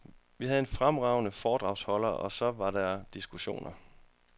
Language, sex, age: Danish, male, 31